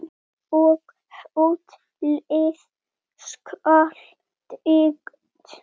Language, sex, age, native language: Icelandic, male, 7, Icelandic